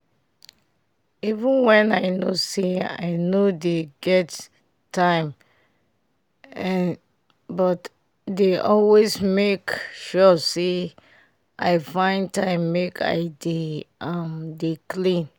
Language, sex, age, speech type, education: Nigerian Pidgin, female, 30-45, spontaneous, tertiary